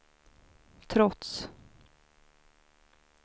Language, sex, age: Swedish, female, 42